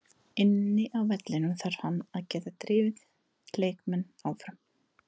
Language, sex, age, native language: Icelandic, female, 30-39, Icelandic